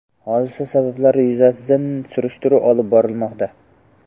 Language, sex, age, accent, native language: Uzbek, male, 12-17, Samarqand, Uzbek